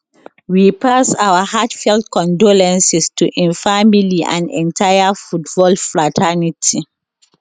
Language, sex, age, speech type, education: Nigerian Pidgin, female, 30-45, spontaneous, tertiary